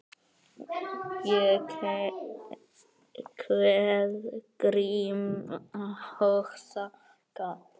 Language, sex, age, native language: Icelandic, female, 9, Icelandic